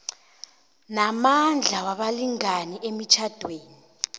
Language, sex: South Ndebele, female